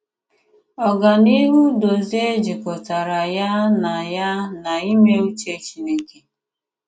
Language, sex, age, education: Igbo, female, 15-29, tertiary